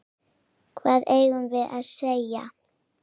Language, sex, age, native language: Icelandic, female, 9, Icelandic